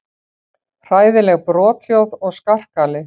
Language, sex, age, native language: Icelandic, female, 60-69, Icelandic